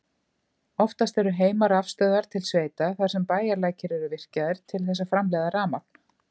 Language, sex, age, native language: Icelandic, female, 50-59, Icelandic